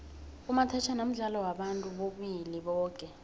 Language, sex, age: South Ndebele, female, 18